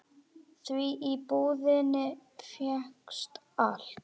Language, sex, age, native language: Icelandic, male, 6, Icelandic